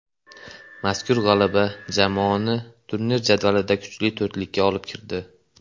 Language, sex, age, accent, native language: Uzbek, male, 18-24, Andijon, Uzbek